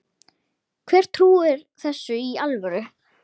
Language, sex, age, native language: Icelandic, female, 10, Icelandic